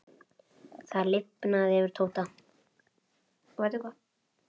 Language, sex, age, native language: Icelandic, male, 8, Icelandic